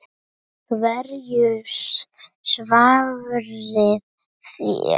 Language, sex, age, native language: Icelandic, male, 10, Icelandic